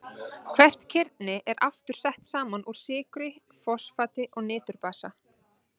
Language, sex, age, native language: Icelandic, female, 30-39, Icelandic